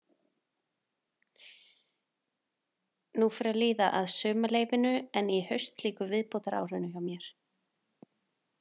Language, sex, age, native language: Icelandic, female, 30-39, Icelandic